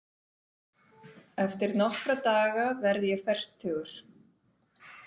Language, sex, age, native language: Icelandic, female, 30-39, Icelandic